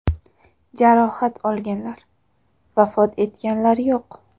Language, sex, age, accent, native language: Uzbek, female, 18-24, Toshkent shahri, Uzbek